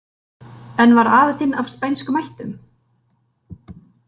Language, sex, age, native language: Icelandic, female, 30-39, Icelandic